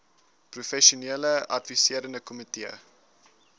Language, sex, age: Afrikaans, male, 19